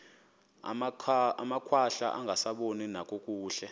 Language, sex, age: Xhosa, male, 22